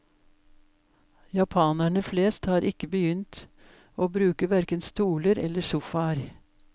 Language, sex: Norwegian, female